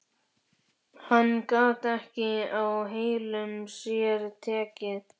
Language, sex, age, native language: Icelandic, male, 11, Icelandic